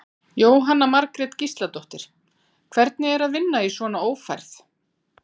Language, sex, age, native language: Icelandic, female, 40-49, Icelandic